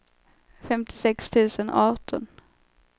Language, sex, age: Swedish, female, 25